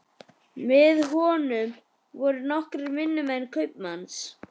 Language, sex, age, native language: Icelandic, male, 11, Icelandic